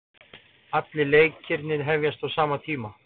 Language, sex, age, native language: Icelandic, male, 40-49, Icelandic